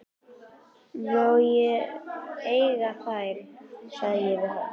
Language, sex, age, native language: Icelandic, female, 11, Icelandic